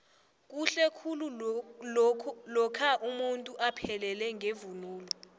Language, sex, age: South Ndebele, female, 20